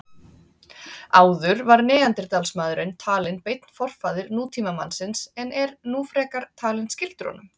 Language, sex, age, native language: Icelandic, female, 30-39, Icelandic